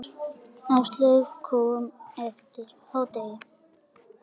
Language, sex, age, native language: Icelandic, male, 7, Icelandic